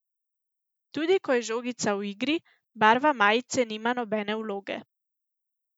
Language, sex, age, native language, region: Slovenian, female, 18-29, Slovenian, Central Slovenia